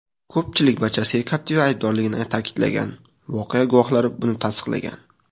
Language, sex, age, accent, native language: Uzbek, male, 18-24, Sirdaryo, Uzbek